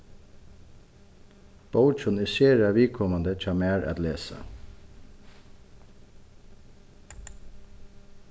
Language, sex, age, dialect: Faroese, male, 36-60, Suðuroy